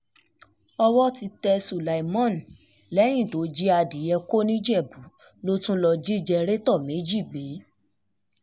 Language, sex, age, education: Yoruba, female, 15-29, tertiary